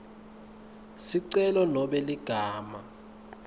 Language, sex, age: Swati, male, 19